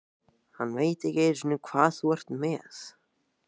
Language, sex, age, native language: Icelandic, male, 14, Icelandic